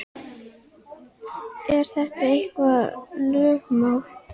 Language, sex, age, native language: Icelandic, female, 10, Icelandic